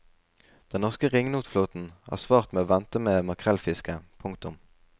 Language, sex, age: Norwegian, male, 20